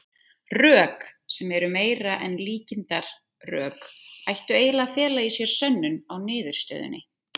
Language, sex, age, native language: Icelandic, female, 30-39, Icelandic